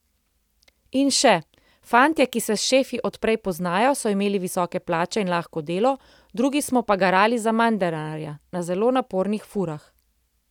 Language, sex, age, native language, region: Slovenian, female, 30-49, Slovenian, Central Slovenia